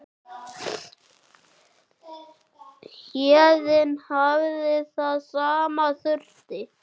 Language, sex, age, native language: Icelandic, male, 7, Icelandic